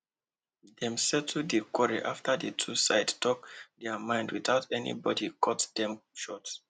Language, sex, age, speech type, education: Nigerian Pidgin, male, 15-29, spontaneous, tertiary